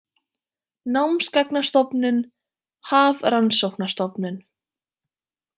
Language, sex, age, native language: Icelandic, female, 20-29, Icelandic